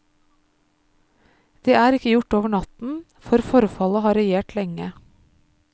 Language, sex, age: Norwegian, female, 33